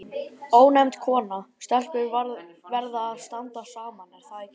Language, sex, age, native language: Icelandic, male, 12, Icelandic